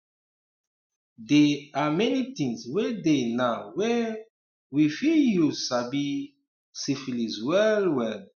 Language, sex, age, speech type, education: Nigerian Pidgin, male, 30-45, spontaneous, tertiary